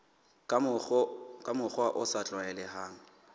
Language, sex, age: Southern Sotho, male, 21